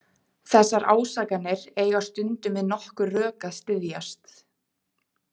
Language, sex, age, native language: Icelandic, female, 20-29, Icelandic